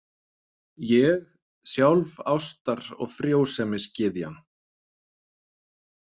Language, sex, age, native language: Icelandic, male, 30-39, Danish